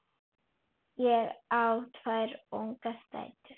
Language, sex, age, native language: Icelandic, female, 8, Icelandic